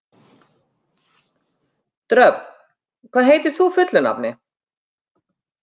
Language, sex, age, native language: Icelandic, female, 50-59, Icelandic